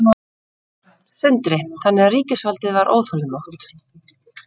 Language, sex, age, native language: Icelandic, female, 50-59, Icelandic